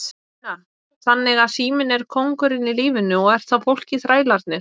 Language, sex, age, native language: Icelandic, female, 20-29, Icelandic